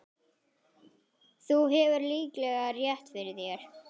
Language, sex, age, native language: Icelandic, female, 11, Icelandic